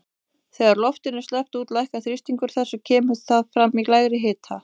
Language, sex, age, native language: Icelandic, female, 30-39, Icelandic